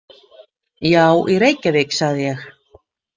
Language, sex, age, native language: Icelandic, female, 50-59, Icelandic